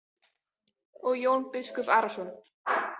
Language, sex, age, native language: Icelandic, female, 18-19, Icelandic